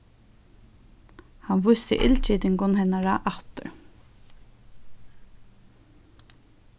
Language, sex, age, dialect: Faroese, female, 15-35, Suðurstreymoy